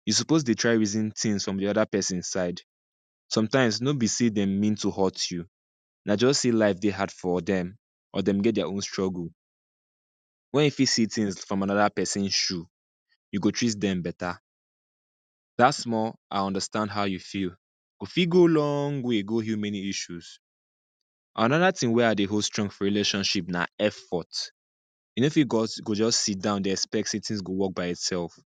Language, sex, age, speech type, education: Nigerian Pidgin, male, 15-29, spontaneous, secondary